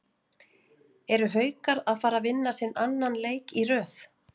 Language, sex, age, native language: Icelandic, female, 40-49, Icelandic